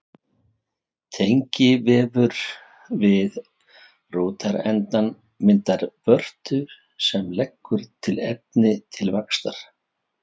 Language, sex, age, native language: Icelandic, male, 50-59, Icelandic